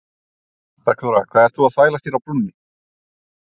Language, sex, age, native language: Icelandic, male, 30-39, Icelandic